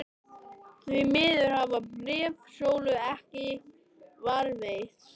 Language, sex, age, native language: Icelandic, male, 13, Icelandic